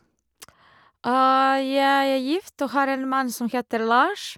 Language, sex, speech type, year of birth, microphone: Norwegian, female, spontaneous, 1978, Shure